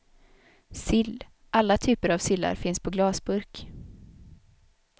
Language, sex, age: Swedish, female, 22